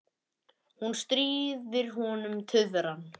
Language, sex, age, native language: Icelandic, male, 10, Icelandic